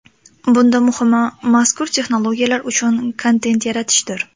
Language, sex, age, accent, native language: Uzbek, female, 18-24, Andijon, Uzbek